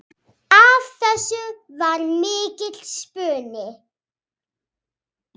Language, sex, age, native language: Icelandic, female, 6, Icelandic